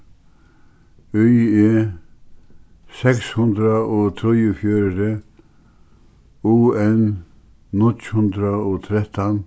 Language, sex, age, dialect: Faroese, male, 61+, Suðuroy